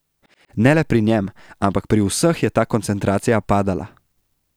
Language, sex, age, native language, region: Slovenian, male, 18-29, Slovenian, Central Slovenia